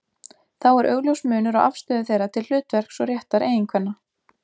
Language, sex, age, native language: Icelandic, female, 20-29, Icelandic